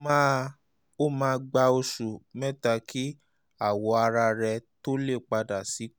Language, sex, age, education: Yoruba, male, 30-45, tertiary